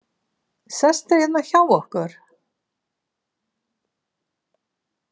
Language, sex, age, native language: Icelandic, female, 70-79, Icelandic